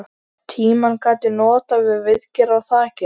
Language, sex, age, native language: Icelandic, male, 13, Icelandic